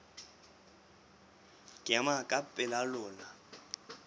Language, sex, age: Southern Sotho, male, 23